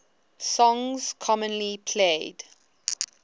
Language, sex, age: English, female, 19